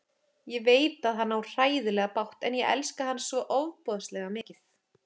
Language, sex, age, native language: Icelandic, female, 30-39, Icelandic